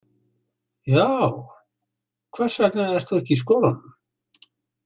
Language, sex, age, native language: Icelandic, male, 60-69, Icelandic